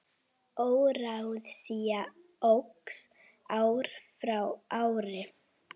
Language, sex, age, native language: Icelandic, female, 9, Icelandic